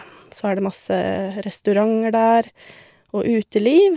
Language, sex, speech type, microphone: Norwegian, female, spontaneous, Shure